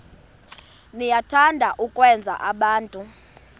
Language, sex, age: Xhosa, female, 32